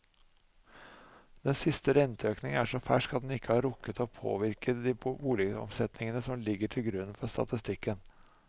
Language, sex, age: Norwegian, male, 45